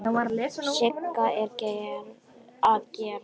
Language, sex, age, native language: Icelandic, other, 10, Icelandic